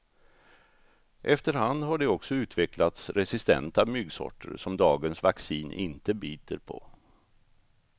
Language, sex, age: Swedish, male, 64